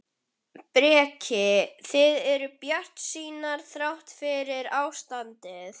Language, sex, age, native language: Icelandic, male, 11, Icelandic